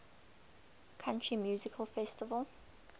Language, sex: English, female